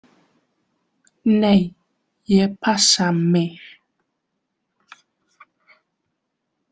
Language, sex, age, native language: Icelandic, female, 20-29, Vietnamese